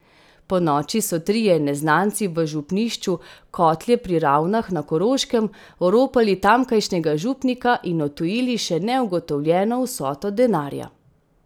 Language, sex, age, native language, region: Slovenian, female, 30-49, Slovenian, Central Slovenia